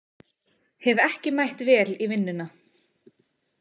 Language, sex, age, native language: Icelandic, female, 20-29, Icelandic